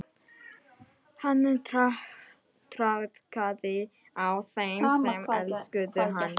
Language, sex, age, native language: Icelandic, female, 14, Icelandic